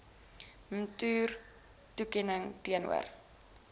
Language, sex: Afrikaans, female